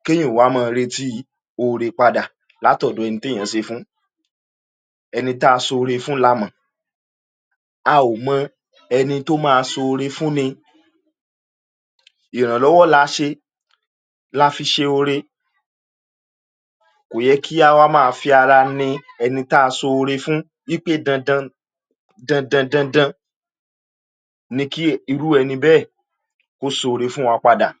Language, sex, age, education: Yoruba, male, 46-60, tertiary